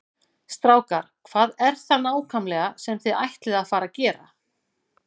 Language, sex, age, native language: Icelandic, female, 40-49, Icelandic